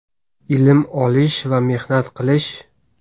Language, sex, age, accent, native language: Uzbek, male, 19-29, Sirdaryo, Uzbek